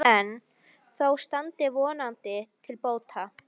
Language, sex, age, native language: Icelandic, female, 13, Icelandic